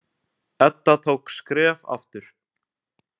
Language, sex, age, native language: Icelandic, male, 20-29, Icelandic